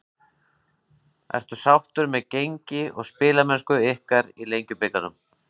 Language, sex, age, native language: Icelandic, male, 40-49, Icelandic